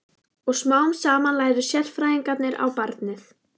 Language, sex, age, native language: Icelandic, female, 11, Icelandic